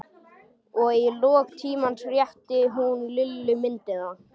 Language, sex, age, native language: Icelandic, male, 12, Icelandic